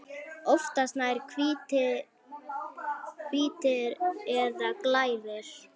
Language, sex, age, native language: Icelandic, female, 9, Icelandic